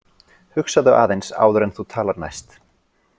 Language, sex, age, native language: Icelandic, male, 40-49, Icelandic